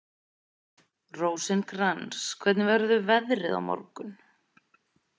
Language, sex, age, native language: Icelandic, female, 30-39, Icelandic